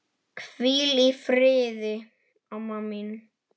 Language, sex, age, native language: Icelandic, male, 9, Icelandic